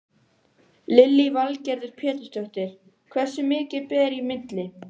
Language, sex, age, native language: Icelandic, female, 12, Icelandic